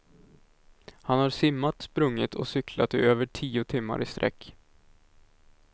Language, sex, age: Swedish, male, 19